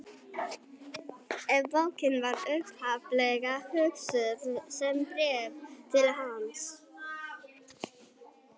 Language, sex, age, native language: Icelandic, male, 18-19, Icelandic